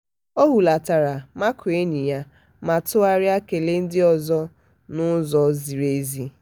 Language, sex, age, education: Igbo, female, 30-45, tertiary